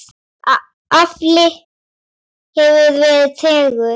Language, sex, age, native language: Icelandic, female, 8, Icelandic